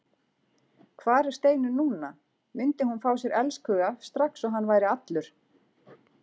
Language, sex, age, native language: Icelandic, female, 40-49, Icelandic